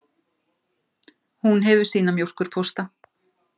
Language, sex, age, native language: Icelandic, female, 50-59, Icelandic